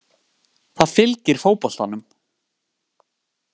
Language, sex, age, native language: Icelandic, male, 18-19, Icelandic